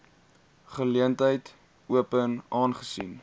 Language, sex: Afrikaans, male